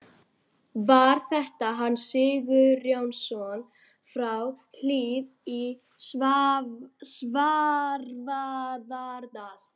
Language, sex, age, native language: Icelandic, female, 12, Icelandic